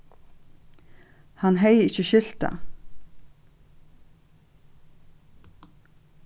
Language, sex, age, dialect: Faroese, female, 36-60, Suðurstreymoy